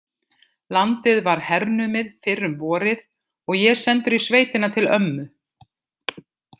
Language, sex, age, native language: Icelandic, female, 50-59, Icelandic